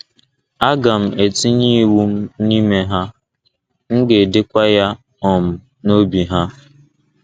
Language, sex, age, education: Igbo, male, 15-29, tertiary